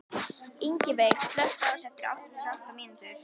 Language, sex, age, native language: Icelandic, female, 11, Icelandic